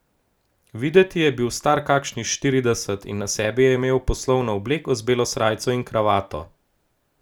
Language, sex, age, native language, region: Slovenian, male, 18-29, Slovenian, Gorenjska region